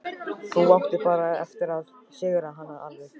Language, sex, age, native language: Icelandic, male, 14, Icelandic